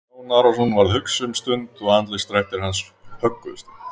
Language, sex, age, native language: Icelandic, male, 30-39, Icelandic